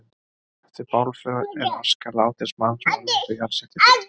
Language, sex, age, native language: Icelandic, male, 30-39, Icelandic